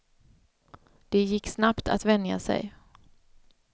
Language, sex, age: Swedish, female, 31